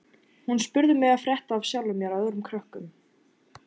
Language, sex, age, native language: Icelandic, female, 14, Icelandic